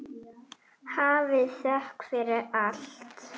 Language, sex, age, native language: Icelandic, female, 8, Icelandic